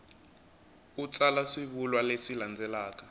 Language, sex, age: Tsonga, male, 20